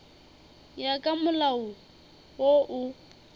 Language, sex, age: Northern Sotho, female, 21